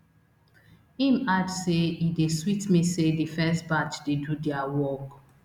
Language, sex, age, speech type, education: Nigerian Pidgin, female, 30-45, spontaneous, tertiary